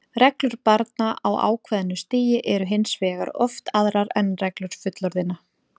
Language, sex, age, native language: Icelandic, female, 40-49, Icelandic